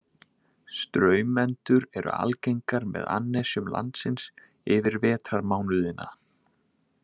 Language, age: Icelandic, 20-29